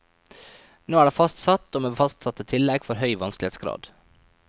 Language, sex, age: Norwegian, male, 23